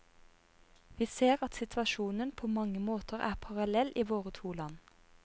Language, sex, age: Norwegian, female, 30